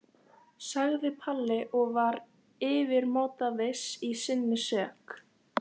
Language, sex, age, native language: Icelandic, female, 13, Icelandic